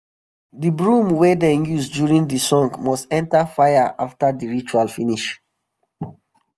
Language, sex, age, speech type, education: Nigerian Pidgin, male, 30-45, spontaneous, tertiary